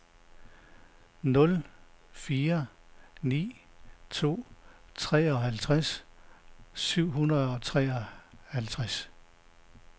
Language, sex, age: Danish, male, 69